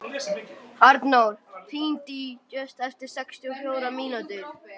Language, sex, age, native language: Icelandic, male, 12, Icelandic